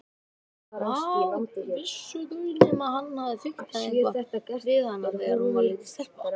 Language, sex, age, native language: Icelandic, female, 18-19, Icelandic